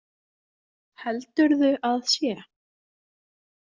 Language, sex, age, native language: Icelandic, female, 20-29, Icelandic